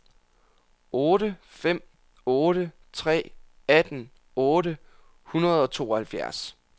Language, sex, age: Danish, male, 27